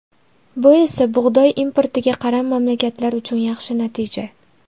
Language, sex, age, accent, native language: Uzbek, female, 19-29, Andijon, Uzbek